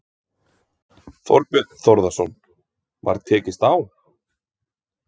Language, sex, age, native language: Icelandic, male, 20-29, Icelandic